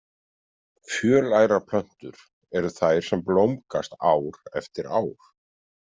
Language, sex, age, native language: Icelandic, male, 50-59, Icelandic